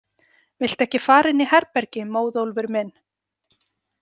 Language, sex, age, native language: Icelandic, female, 40-49, Icelandic